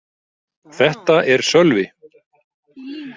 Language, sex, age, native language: Icelandic, male, 40-49, Icelandic